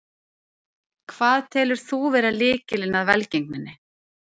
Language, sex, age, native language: Icelandic, female, 30-39, Icelandic